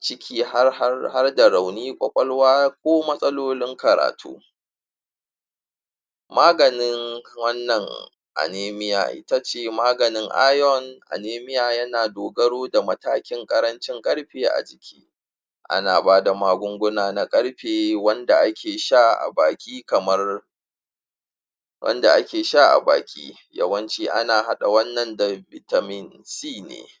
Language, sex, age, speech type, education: Hausa, male, 30-45, spontaneous, tertiary